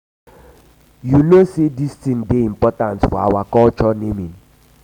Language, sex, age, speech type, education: Nigerian Pidgin, male, 15-29, spontaneous, tertiary